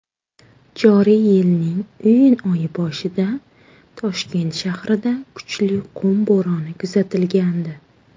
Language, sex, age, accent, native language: Uzbek, female, 19-29, Samarqand, Uzbek